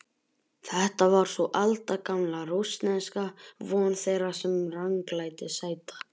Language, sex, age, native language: Icelandic, male, 11, Icelandic